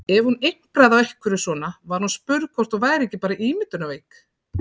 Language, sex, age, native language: Icelandic, female, 40-49, Icelandic